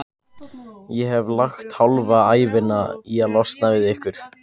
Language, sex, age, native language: Icelandic, other, 15, Icelandic